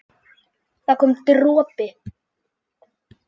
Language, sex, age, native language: Icelandic, female, 10, Icelandic